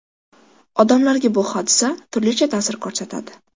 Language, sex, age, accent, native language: Uzbek, female, 12-17, Qashqadaryo, Uzbek